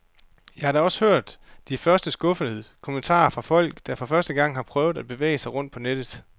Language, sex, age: Danish, male, 29